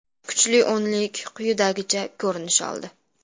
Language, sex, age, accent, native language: Uzbek, female, under 19, Namangan, Uzbek